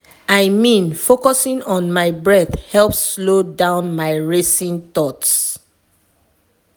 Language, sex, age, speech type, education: Nigerian Pidgin, female, 30-45, spontaneous, tertiary